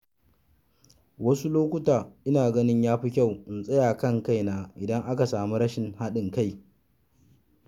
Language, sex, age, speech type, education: Hausa, male, 30-45, read, secondary